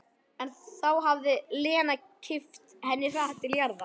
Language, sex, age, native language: Icelandic, male, 11, Icelandic